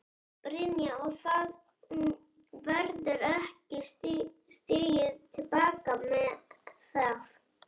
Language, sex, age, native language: Icelandic, male, 11, Icelandic